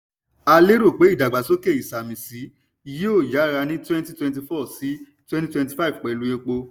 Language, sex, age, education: Yoruba, male, 15-29, tertiary